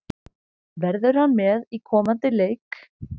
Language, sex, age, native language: Icelandic, female, 20-29, German